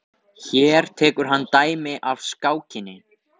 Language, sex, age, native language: Icelandic, male, 18-19, Icelandic